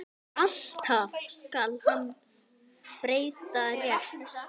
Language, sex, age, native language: Icelandic, male, 10, Icelandic